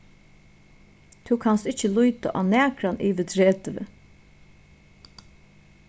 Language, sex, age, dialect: Faroese, female, 36-60, Suðuroy